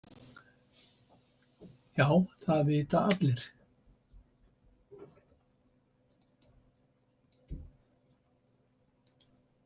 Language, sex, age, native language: Icelandic, male, 70-79, Icelandic